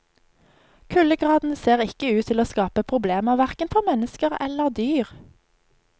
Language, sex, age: Norwegian, female, 25